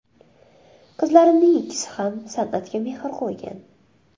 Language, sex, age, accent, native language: Uzbek, female, 25-34, Surxondaryo, Uzbek